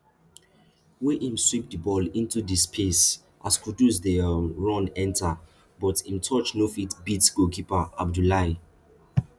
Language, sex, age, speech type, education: Nigerian Pidgin, male, 15-29, spontaneous, tertiary